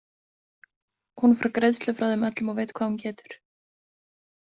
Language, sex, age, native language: Icelandic, female, 20-29, Icelandic